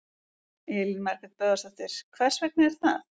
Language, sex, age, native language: Icelandic, female, 30-39, Icelandic